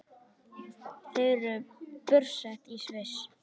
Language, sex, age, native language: Icelandic, male, 10, Icelandic